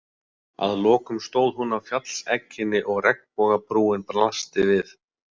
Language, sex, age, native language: Icelandic, male, 40-49, Icelandic